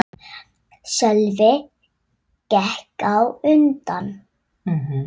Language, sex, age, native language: Icelandic, female, 6, Icelandic